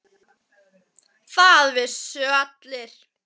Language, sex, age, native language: Icelandic, male, 10, Icelandic